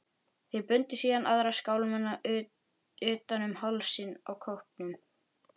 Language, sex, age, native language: Icelandic, male, 11, Icelandic